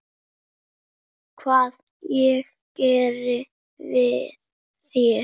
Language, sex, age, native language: Icelandic, male, 8, Icelandic